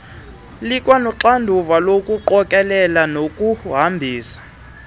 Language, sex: Xhosa, male